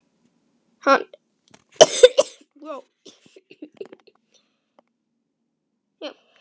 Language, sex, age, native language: Icelandic, male, 11, Icelandic